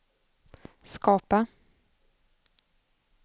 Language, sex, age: Swedish, female, 25